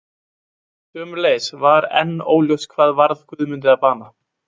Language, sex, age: Icelandic, male, 20-29